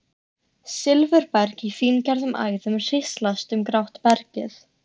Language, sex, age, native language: Icelandic, female, 13, Icelandic